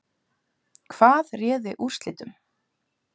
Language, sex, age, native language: Icelandic, female, 30-39, Icelandic